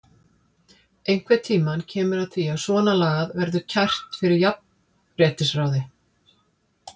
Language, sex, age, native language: Icelandic, female, 50-59, Icelandic